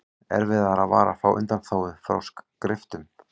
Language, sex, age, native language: Icelandic, male, 40-49, Icelandic